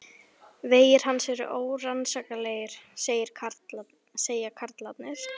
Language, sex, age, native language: Icelandic, female, 11, Icelandic